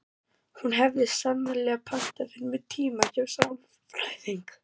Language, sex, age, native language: Icelandic, male, 12, German